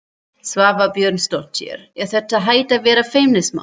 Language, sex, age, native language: Icelandic, female, 30-39, German